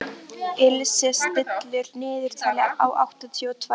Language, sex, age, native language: Icelandic, female, 13, Icelandic